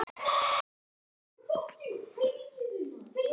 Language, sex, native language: Icelandic, other, Icelandic